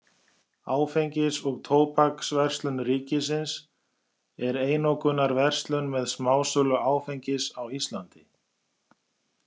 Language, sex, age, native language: Icelandic, male, 40-49, Icelandic